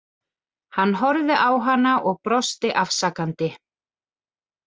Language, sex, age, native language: Icelandic, female, 40-49, Icelandic